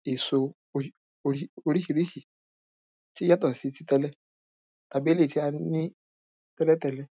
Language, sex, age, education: Yoruba, male, 15-29, primary